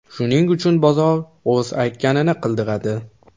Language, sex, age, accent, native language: Uzbek, male, 18-24, Toshkent shahri, Uzbek